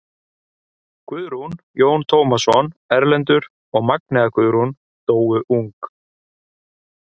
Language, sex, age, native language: Icelandic, male, 30-39, Icelandic